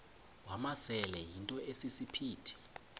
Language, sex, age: Xhosa, male, 20